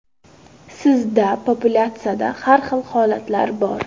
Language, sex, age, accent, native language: Uzbek, female, 12-17, Qashqadaryo, Uzbek